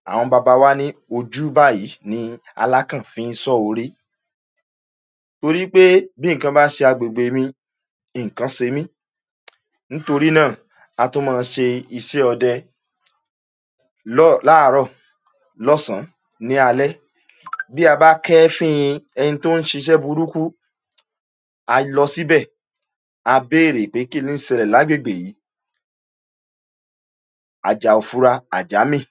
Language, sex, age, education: Yoruba, male, 46-60, tertiary